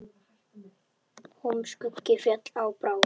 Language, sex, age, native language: Icelandic, female, 8, Icelandic